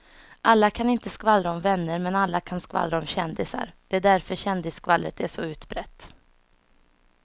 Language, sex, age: Swedish, female, 26